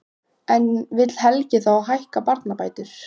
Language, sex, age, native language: Icelandic, female, 15, Icelandic